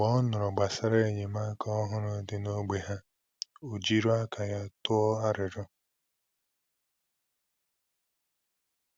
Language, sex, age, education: Igbo, male, 15-29, tertiary